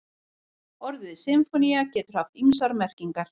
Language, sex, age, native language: Icelandic, female, 40-49, Icelandic